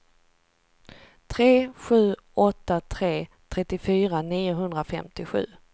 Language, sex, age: Swedish, female, 38